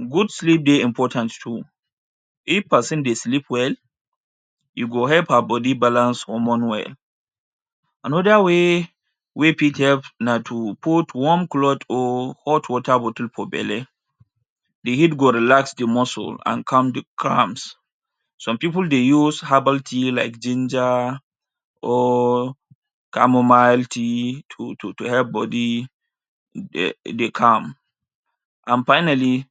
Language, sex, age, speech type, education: Nigerian Pidgin, male, 30-45, spontaneous, tertiary